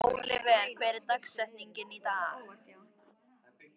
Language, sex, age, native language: Icelandic, female, 13, Icelandic